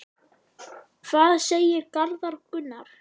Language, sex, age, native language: Icelandic, male, 9, Icelandic